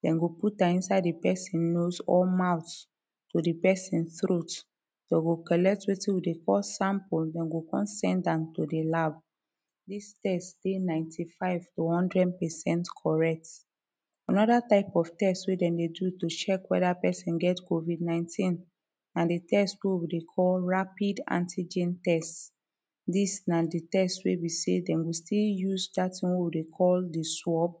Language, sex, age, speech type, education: Nigerian Pidgin, female, 30-45, spontaneous, tertiary